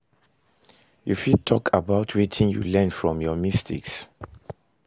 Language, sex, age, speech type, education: Nigerian Pidgin, male, 30-45, read, secondary